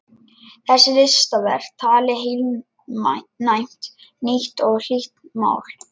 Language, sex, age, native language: Icelandic, male, 11, Lithuanian